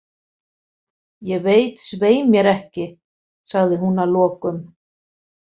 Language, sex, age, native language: Icelandic, female, 50-59, Icelandic